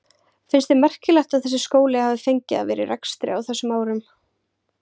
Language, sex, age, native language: Icelandic, female, 20-29, Icelandic